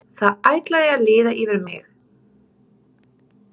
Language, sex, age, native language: Icelandic, female, 30-39, Romanian